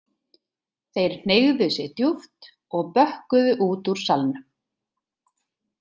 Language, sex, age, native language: Icelandic, female, 30-39, Icelandic